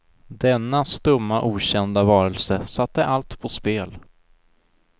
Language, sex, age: Swedish, male, 19